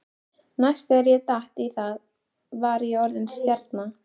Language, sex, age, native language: Icelandic, female, 13, Icelandic